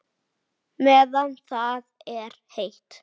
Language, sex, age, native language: Icelandic, male, 8, Icelandic